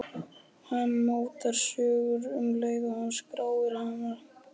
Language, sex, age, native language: Icelandic, male, 11, Icelandic